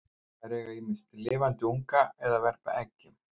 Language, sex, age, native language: Icelandic, male, 50-59, Icelandic